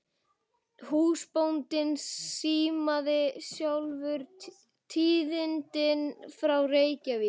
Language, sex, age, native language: Icelandic, male, 12, Icelandic